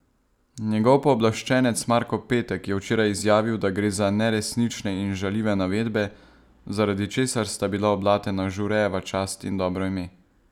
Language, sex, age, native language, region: Slovenian, male, 18-29, Slovenian, Savinja region